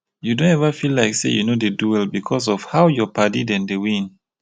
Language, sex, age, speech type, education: Nigerian Pidgin, female, 30-45, spontaneous, tertiary